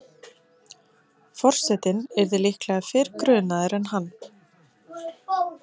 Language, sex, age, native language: Icelandic, female, 30-39, Icelandic